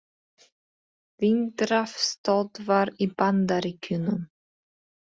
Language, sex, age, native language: Icelandic, female, 20-29, Polish